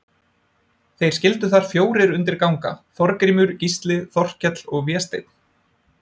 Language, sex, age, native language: Icelandic, male, 20-29, Icelandic